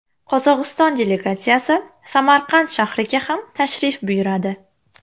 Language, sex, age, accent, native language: Uzbek, female, 18-24, Farg'ona, Uzbek